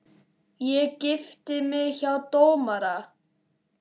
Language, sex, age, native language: Icelandic, male, 9, Icelandic